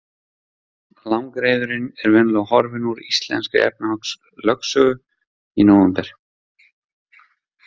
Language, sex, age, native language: Icelandic, male, 30-39, Icelandic